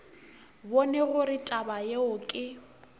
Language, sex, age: Northern Sotho, female, 24